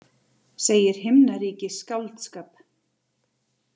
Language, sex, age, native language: Icelandic, female, 30-39, Icelandic